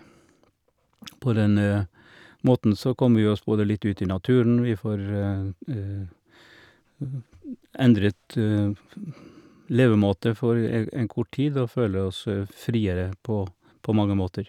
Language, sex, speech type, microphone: Norwegian, male, spontaneous, Shure